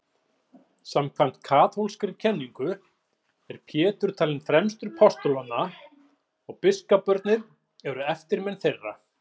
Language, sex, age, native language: Icelandic, male, 40-49, Icelandic